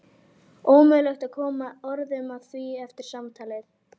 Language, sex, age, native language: Icelandic, female, 11, Icelandic